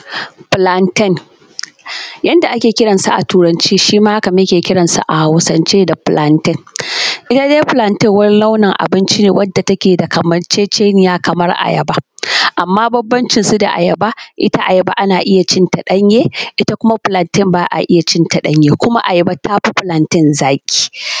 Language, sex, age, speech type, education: Hausa, female, 15-29, spontaneous, tertiary